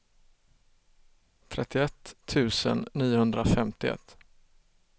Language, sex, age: Swedish, male, 32